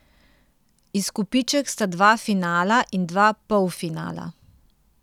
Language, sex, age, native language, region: Slovenian, female, 30-49, Slovenian, Central Slovenia